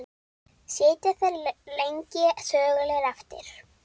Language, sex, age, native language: Icelandic, female, 8, Icelandic